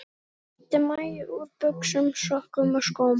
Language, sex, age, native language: Icelandic, female, 11, Icelandic